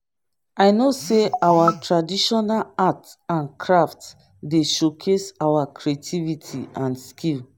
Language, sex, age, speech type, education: Nigerian Pidgin, female, 30-45, spontaneous, tertiary